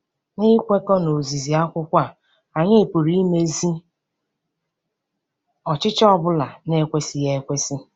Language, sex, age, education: Igbo, female, 30-45, tertiary